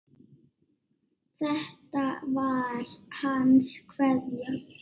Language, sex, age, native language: Icelandic, female, 7, Icelandic